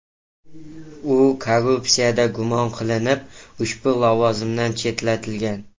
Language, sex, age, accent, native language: Uzbek, male, 18-24, Toshkent viloyati, Uzbek